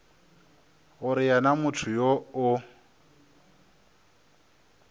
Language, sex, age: Northern Sotho, male, 26